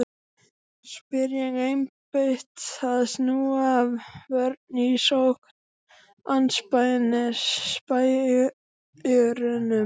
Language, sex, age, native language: Icelandic, male, 12, Icelandic